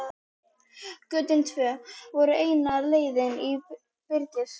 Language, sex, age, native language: Icelandic, female, 12, Icelandic